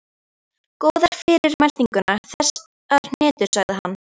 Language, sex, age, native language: Icelandic, female, 13, Icelandic